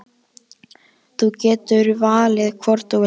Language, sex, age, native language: Icelandic, male, 12, Icelandic